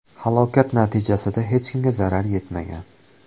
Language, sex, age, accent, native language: Uzbek, male, 25-34, Toshkent viloyati, Uzbek